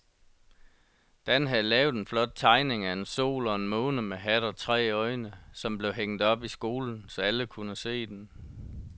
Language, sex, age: Danish, male, 37